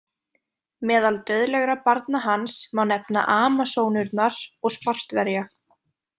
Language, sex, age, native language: Icelandic, female, 20-29, Icelandic